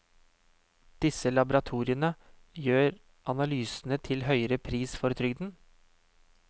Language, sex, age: Norwegian, male, 31